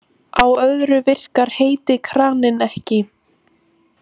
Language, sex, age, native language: Icelandic, female, 18-19, Icelandic